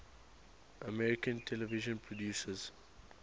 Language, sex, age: English, male, 19